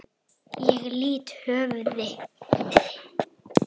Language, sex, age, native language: Icelandic, female, 9, Icelandic